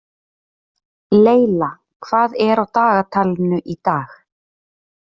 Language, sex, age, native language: Icelandic, female, 30-39, Icelandic